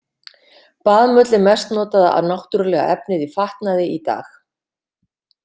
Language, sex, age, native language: Icelandic, female, 50-59, Icelandic